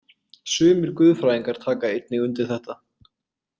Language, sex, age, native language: Icelandic, male, 20-29, Icelandic